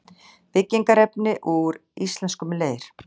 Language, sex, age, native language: Icelandic, female, 60-69, Icelandic